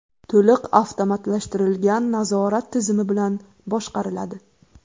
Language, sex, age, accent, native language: Uzbek, female, 18-24, Buxoro, Uzbek